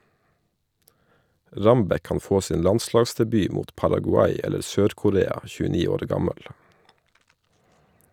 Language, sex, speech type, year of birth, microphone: Norwegian, male, read, 1979, Shure